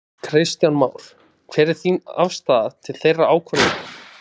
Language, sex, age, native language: Icelandic, male, 20-29, Icelandic